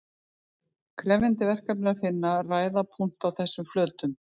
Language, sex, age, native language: Icelandic, female, 50-59, Icelandic